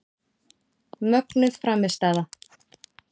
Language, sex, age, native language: Icelandic, female, 40-49, Icelandic